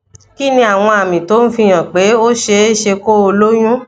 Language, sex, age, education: Yoruba, female, 60+, tertiary